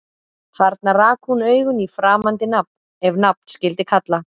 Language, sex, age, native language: Icelandic, female, 30-39, Icelandic